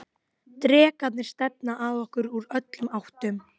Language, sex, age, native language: Icelandic, female, 12, Icelandic